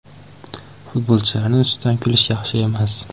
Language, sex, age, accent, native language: Uzbek, male, 18-24, Andijon, Uzbek